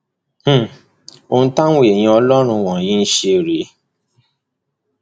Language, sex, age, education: Yoruba, male, 15-29, tertiary